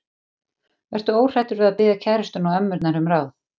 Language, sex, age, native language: Icelandic, female, 40-49, Icelandic